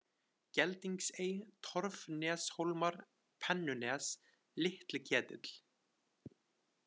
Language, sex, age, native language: Icelandic, male, 20-29, Icelandic